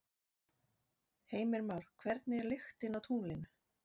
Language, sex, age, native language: Icelandic, female, 40-49, Icelandic